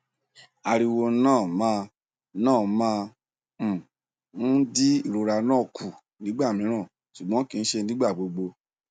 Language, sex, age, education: Yoruba, male, 46-60, tertiary